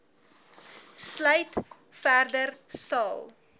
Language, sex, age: Afrikaans, female, 19